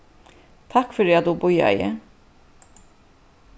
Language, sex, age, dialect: Faroese, female, 36-60, Suðuroy